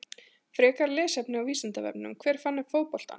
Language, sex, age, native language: Icelandic, male, 40-49, Icelandic